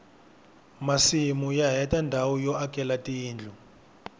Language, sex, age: Tsonga, male, 21